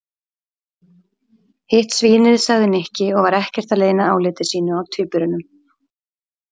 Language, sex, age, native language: Icelandic, female, 30-39, Icelandic